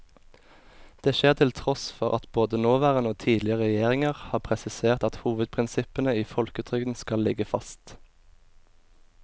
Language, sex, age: Norwegian, male, 24